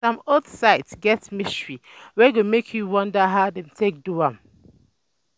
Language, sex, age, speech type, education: Nigerian Pidgin, female, 15-29, spontaneous, tertiary